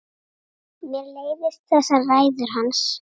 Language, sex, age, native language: Icelandic, female, 8, Icelandic